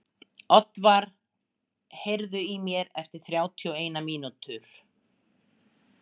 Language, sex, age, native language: Icelandic, female, 60-69, Icelandic